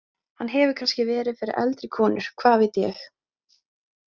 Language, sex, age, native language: Icelandic, female, 20-29, Icelandic